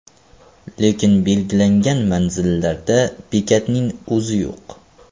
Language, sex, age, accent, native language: Uzbek, male, 18-24, Farg'ona, Uzbek